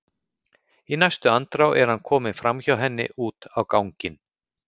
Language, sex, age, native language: Icelandic, male, 50-59, Icelandic